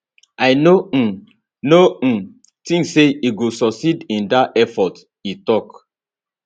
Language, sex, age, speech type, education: Nigerian Pidgin, male, 30-45, spontaneous, tertiary